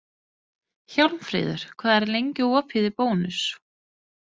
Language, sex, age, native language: Icelandic, female, 30-39, Danish